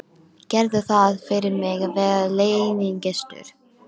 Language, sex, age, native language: Icelandic, female, 12, Icelandic